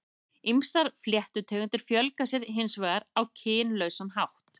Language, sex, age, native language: Icelandic, female, 30-39, Icelandic